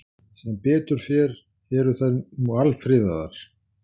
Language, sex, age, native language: Icelandic, male, 60-69, Icelandic